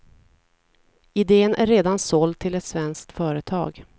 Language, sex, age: Swedish, female, 40